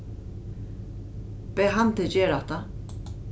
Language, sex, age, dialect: Faroese, female, 36-60, Norðuroyggjar